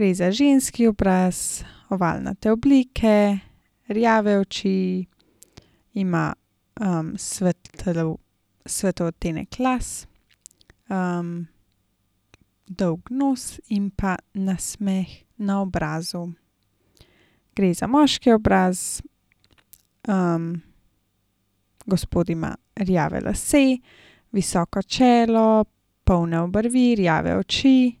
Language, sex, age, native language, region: Slovenian, female, 18-29, Slovenian, Gorenjska region